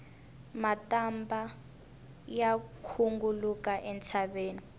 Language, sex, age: Tsonga, female, 19